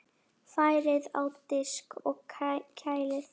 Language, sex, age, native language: Icelandic, female, 10, Icelandic